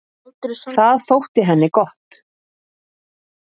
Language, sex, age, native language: Icelandic, female, 30-39, Icelandic